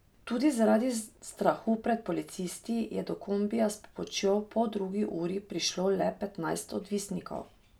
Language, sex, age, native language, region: Slovenian, female, 30-49, Slovenian, Drava region